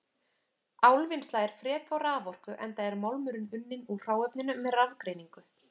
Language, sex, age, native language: Icelandic, female, 30-39, Icelandic